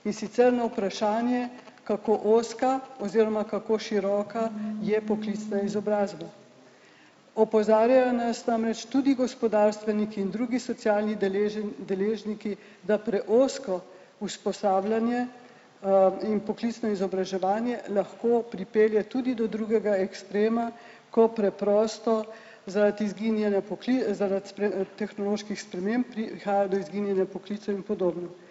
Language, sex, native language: Slovenian, male, Slovenian